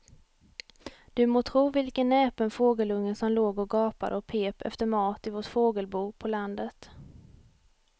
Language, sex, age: Swedish, female, 28